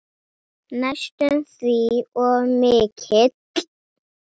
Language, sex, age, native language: Icelandic, female, 9, Icelandic